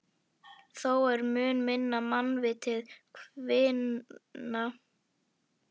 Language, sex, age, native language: Icelandic, female, 11, Icelandic